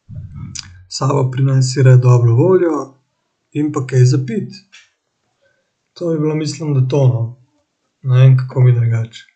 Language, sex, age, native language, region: Slovenian, male, 18-29, Slovenian, Central Slovenia